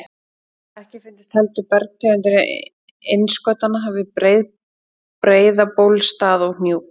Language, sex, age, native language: Icelandic, female, 30-39, Icelandic